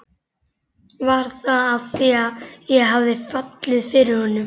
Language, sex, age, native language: Icelandic, male, 11, Icelandic